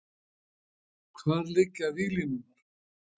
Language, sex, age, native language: Icelandic, male, 60-69, Icelandic